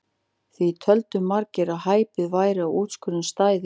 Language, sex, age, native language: Icelandic, female, 40-49, Icelandic